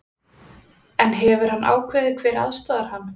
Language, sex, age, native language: Icelandic, female, 20-29, Icelandic